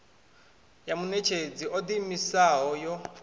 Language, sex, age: Venda, male, 21